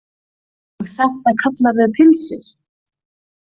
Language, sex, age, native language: Icelandic, female, 40-49, Icelandic